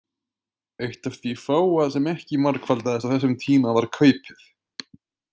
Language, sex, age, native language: Icelandic, male, 20-29, Icelandic